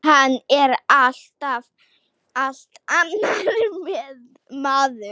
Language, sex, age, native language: Icelandic, female, 7, Slovak